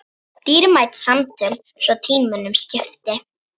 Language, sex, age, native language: Icelandic, female, 9, Icelandic